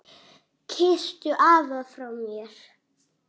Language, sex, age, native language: Icelandic, male, 6, Icelandic